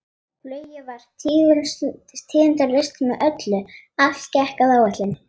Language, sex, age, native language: Icelandic, female, 11, Icelandic